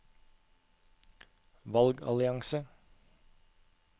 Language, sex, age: Norwegian, male, 36